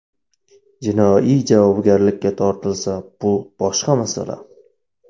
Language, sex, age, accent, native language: Uzbek, male, 25-34, Navoiy, Uzbek